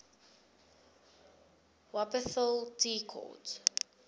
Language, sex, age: Afrikaans, female, 22